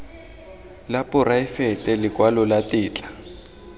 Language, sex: Tswana, male